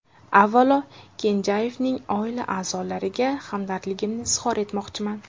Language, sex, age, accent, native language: Uzbek, female, 18-24, Jizzax, Uzbek